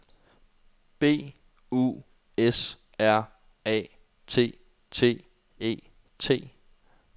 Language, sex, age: Danish, male, 21